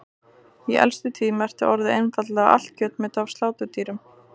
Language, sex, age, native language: Icelandic, female, 20-29, Icelandic